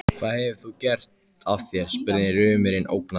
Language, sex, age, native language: Icelandic, male, 14, Icelandic